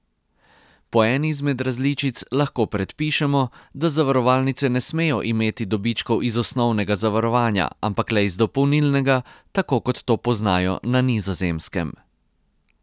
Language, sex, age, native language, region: Slovenian, male, 30-49, Croatian, Posavska region